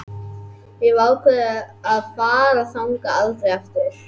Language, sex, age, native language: Icelandic, male, 11, Icelandic